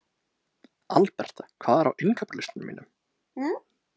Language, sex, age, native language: Icelandic, male, 20-29, English